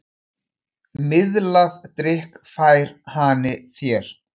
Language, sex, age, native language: Icelandic, male, 9, Icelandic